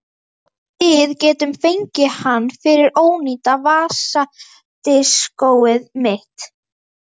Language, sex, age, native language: Icelandic, female, 11, Icelandic